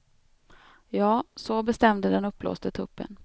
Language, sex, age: Swedish, female, 32